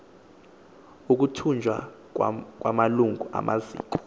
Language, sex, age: Xhosa, male, 24